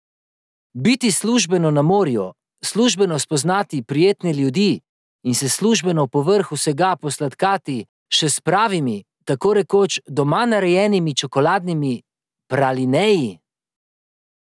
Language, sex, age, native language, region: Slovenian, male, 30-49, Slovenian, Drava region